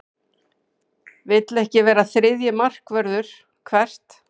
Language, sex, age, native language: Icelandic, female, 40-49, Icelandic